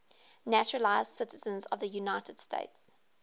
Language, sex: English, female